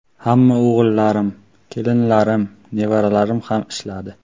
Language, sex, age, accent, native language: Uzbek, male, 12-17, Qashqadaryo, Uzbek